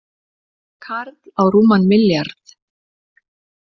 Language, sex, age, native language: Icelandic, female, 60-69, Icelandic